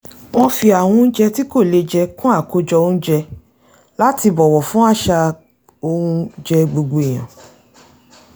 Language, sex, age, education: Yoruba, female, 30-45, tertiary